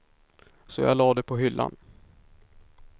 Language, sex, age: Swedish, male, 19